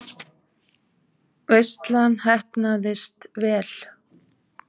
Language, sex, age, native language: Icelandic, female, 50-59, Icelandic